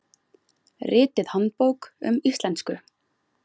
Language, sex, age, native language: Icelandic, female, 20-29, Icelandic